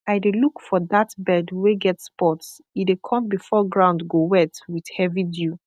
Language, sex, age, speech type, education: Nigerian Pidgin, female, 15-29, spontaneous, tertiary